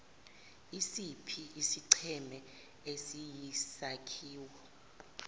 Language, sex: Zulu, female